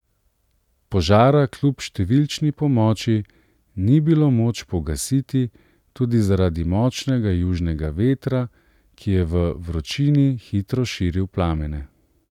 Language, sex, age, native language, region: Slovenian, male, 30-49, Slovenian, Central Slovenia